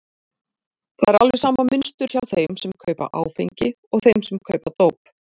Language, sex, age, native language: Icelandic, female, 40-49, Icelandic